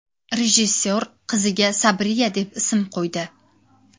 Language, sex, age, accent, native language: Uzbek, female, 19-29, Navoiy, Uzbek